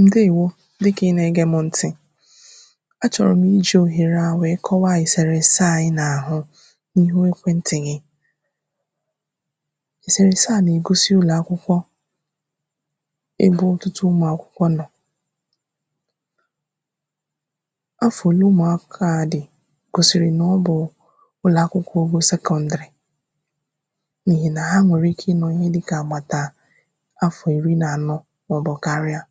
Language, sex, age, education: Igbo, female, 15-29, tertiary